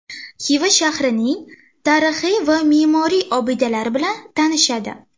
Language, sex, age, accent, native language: Uzbek, female, under 19, Toshkent shahri, Uzbek